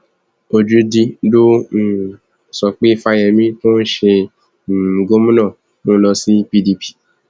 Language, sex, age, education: Yoruba, male, 15-29, tertiary